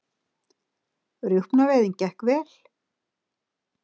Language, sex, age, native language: Icelandic, female, 60-69, Icelandic